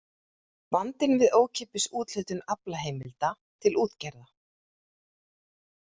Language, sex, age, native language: Icelandic, female, 40-49, Icelandic